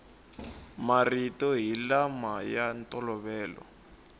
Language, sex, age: Tsonga, male, 19